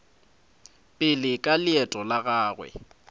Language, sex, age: Northern Sotho, male, 20